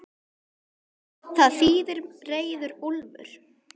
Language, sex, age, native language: Icelandic, male, 10, Icelandic